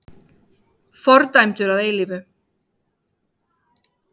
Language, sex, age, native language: Icelandic, female, 50-59, Icelandic